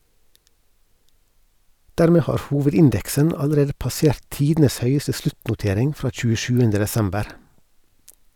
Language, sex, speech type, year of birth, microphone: Norwegian, male, read, 1970, Sennheiser